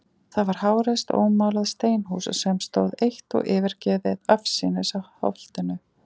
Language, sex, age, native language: Icelandic, female, 40-49, Icelandic